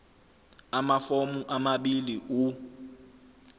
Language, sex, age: Zulu, male, 25